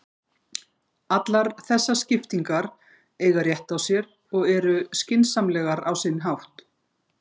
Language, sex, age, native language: Icelandic, female, 50-59, Icelandic